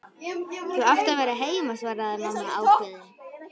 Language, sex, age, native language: Icelandic, female, 12, Icelandic